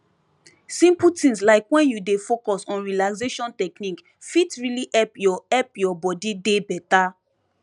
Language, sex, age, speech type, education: Nigerian Pidgin, female, 15-29, spontaneous, tertiary